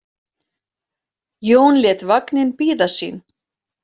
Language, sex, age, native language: Icelandic, female, 40-49, Icelandic